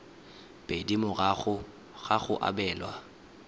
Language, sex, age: Tswana, male, 19